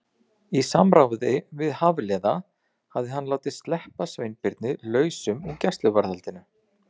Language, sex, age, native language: Icelandic, male, 40-49, Icelandic